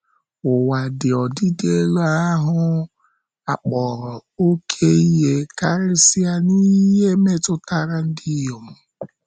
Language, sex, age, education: Igbo, male, 15-29, secondary